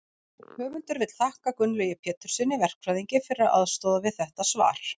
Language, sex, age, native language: Icelandic, female, 40-49, Icelandic